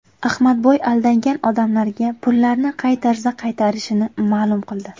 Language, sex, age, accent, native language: Uzbek, female, 19-29, Buxoro, Uzbek